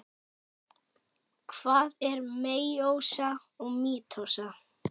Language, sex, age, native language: Icelandic, female, 9, Icelandic